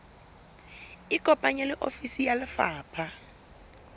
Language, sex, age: Southern Sotho, female, 22